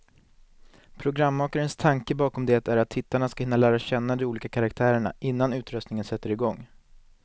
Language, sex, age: Swedish, male, 19